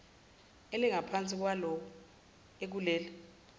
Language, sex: Zulu, female